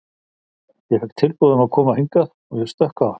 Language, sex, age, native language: Icelandic, male, 50-59, Icelandic